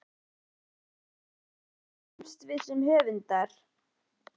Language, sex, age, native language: Icelandic, male, 11, Icelandic